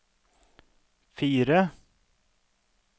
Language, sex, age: Norwegian, male, 32